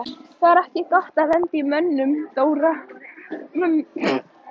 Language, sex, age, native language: Icelandic, female, 11, Icelandic